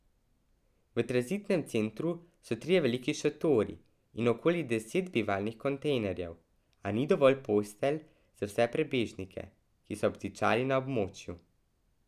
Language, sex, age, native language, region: Slovenian, male, 12-17, Slovenian, Drava region